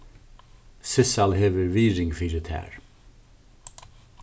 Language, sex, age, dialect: Faroese, male, 36-60, Suðurstreymoy